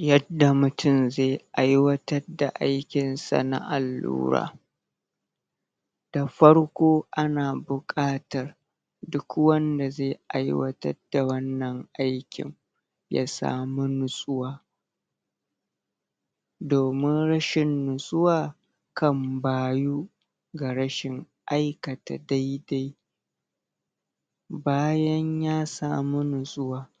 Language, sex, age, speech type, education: Hausa, male, 30-45, spontaneous, secondary